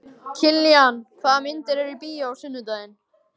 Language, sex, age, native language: Icelandic, male, 14, Icelandic